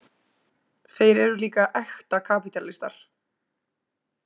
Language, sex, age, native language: Icelandic, female, 20-29, Icelandic